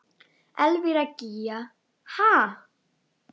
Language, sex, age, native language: Icelandic, female, 10, Icelandic